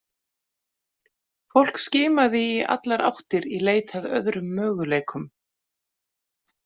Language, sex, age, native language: Icelandic, female, 40-49, Icelandic